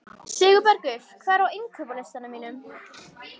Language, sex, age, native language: Icelandic, female, 18-19, Icelandic